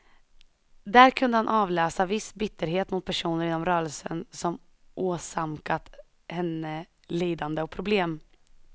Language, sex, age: Swedish, female, 21